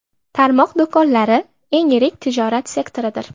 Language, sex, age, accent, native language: Uzbek, female, 12-17, Namangan, Uzbek